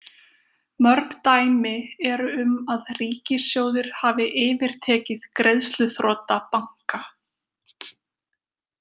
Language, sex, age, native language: Icelandic, female, 20-29, Icelandic